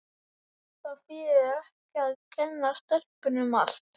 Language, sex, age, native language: Icelandic, male, 11, Icelandic